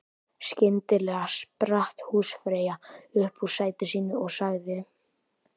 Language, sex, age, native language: Icelandic, male, 11, Icelandic